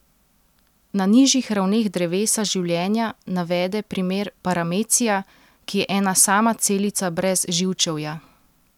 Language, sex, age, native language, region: Slovenian, female, 30-49, Slovenian, Central Slovenia